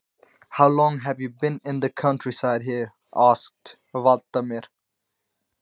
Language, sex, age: Icelandic, male, 20-29